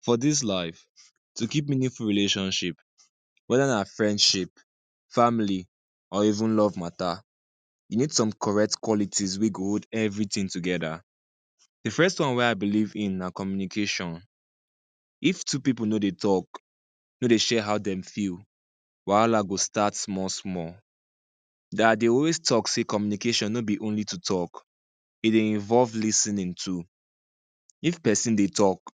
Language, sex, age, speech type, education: Nigerian Pidgin, male, 15-29, spontaneous, secondary